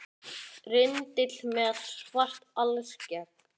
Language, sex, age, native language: Icelandic, male, 9, Icelandic